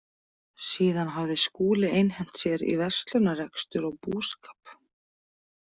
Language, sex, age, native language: Icelandic, female, 40-49, Icelandic